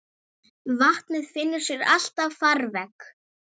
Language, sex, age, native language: Icelandic, female, 7, Icelandic